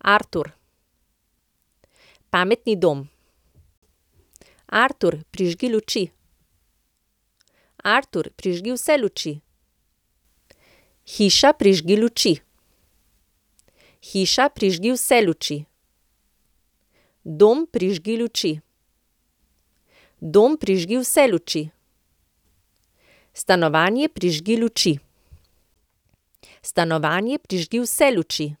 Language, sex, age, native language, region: Slovenian, female, 50-59, Slovenian, Central Slovenia